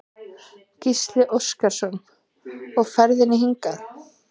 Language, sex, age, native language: Icelandic, female, 20-29, Icelandic